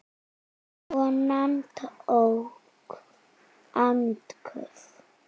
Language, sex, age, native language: Icelandic, female, 9, Icelandic